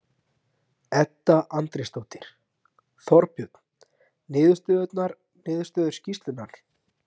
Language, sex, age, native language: Icelandic, male, 30-39, Icelandic